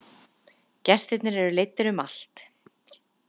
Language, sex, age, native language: Icelandic, female, 30-39, Icelandic